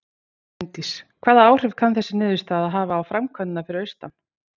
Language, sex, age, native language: Icelandic, female, 40-49, Icelandic